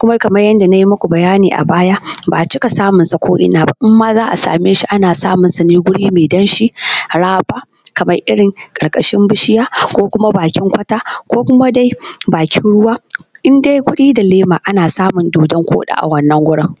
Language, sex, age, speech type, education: Hausa, female, 15-29, spontaneous, tertiary